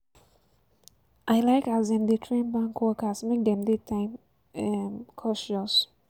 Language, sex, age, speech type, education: Nigerian Pidgin, female, 15-29, spontaneous, tertiary